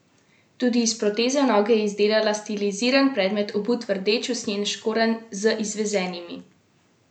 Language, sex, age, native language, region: Slovenian, female, 18-29, Slovenian, Central Slovenia